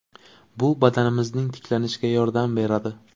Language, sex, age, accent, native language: Uzbek, male, 18-24, Buxoro, Uzbek